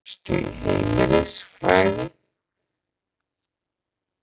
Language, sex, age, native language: Icelandic, male, 14, Icelandic